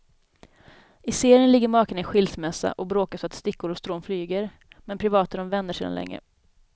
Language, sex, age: Swedish, female, 27